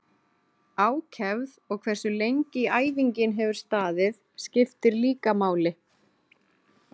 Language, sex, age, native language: Icelandic, female, 40-49, Icelandic